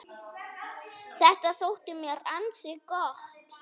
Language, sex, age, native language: Icelandic, male, 10, Icelandic